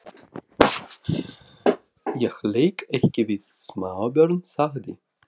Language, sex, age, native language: Icelandic, male, 40-49, Russian